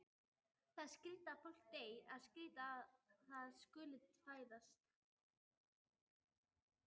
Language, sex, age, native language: Icelandic, female, 18-19, Icelandic